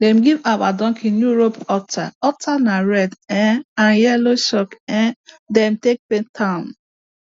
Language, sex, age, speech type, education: Nigerian Pidgin, female, 30-45, spontaneous, tertiary